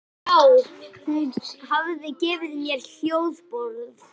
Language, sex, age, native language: Icelandic, male, 11, Icelandic